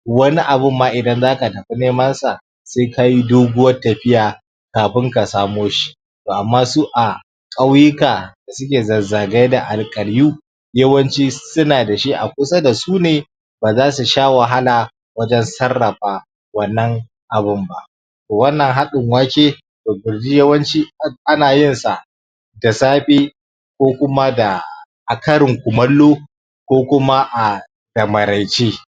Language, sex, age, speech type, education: Hausa, male, 15-29, spontaneous, primary